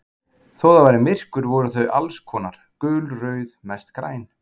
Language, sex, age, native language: Icelandic, male, 40-49, Icelandic